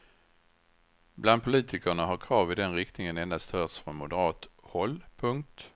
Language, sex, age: Swedish, male, 61